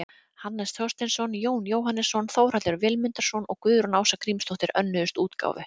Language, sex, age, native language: Icelandic, female, 30-39, Icelandic